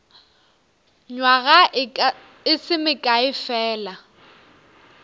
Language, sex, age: Northern Sotho, female, 18